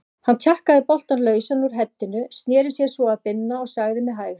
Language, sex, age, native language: Icelandic, female, 40-49, Icelandic